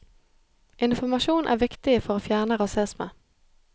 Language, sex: Norwegian, female